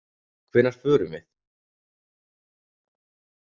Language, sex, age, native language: Icelandic, male, 30-39, Icelandic